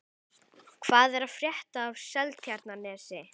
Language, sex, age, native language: Icelandic, female, 11, Icelandic